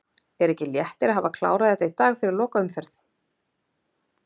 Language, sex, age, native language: Icelandic, female, 30-39, Icelandic